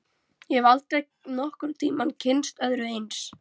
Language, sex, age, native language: Icelandic, female, 13, Icelandic